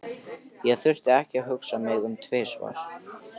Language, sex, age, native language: Icelandic, male, 13, Icelandic